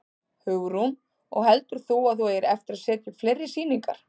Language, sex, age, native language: Icelandic, female, 30-39, Icelandic